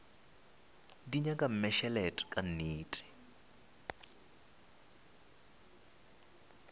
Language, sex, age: Northern Sotho, male, 20